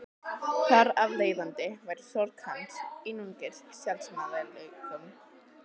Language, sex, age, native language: Icelandic, other, 12, Icelandic